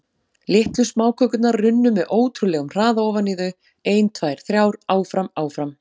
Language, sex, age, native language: Icelandic, female, 40-49, Icelandic